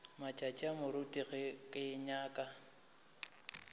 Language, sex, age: Northern Sotho, male, 25